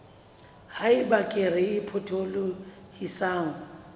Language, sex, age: Southern Sotho, female, 35